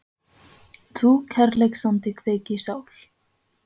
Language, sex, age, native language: Icelandic, female, 20-29, Icelandic